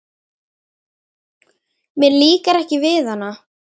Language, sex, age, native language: Icelandic, female, 10, Icelandic